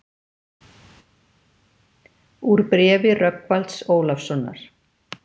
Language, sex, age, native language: Icelandic, female, 50-59, Icelandic